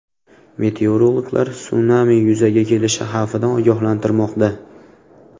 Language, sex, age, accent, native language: Uzbek, male, 25-34, Farg'ona, Uzbek